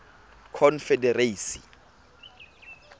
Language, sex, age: Tswana, male, 24